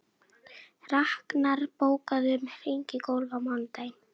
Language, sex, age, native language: Icelandic, female, 11, Icelandic